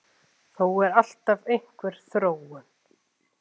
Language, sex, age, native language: Icelandic, male, 7, Icelandic